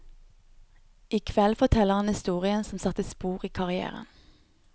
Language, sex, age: Norwegian, female, 29